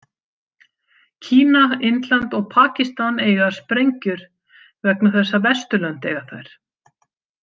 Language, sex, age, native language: Icelandic, female, 50-59, Icelandic